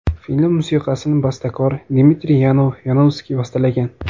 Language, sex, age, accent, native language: Uzbek, male, 18-24, Toshkent viloyati, Uzbek